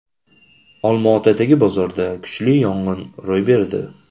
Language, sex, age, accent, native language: Uzbek, male, 25-34, Andijon, Uzbek